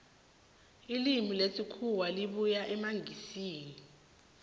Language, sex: South Ndebele, female